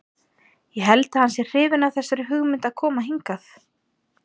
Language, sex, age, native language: Icelandic, female, 30-39, Icelandic